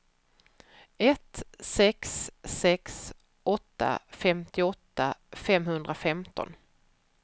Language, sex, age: Swedish, female, 44